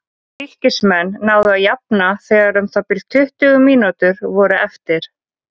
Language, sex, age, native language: Icelandic, female, 20-29, Icelandic